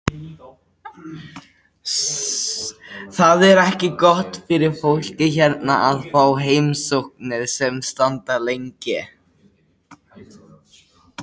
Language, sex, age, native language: Icelandic, male, 18-19, Icelandic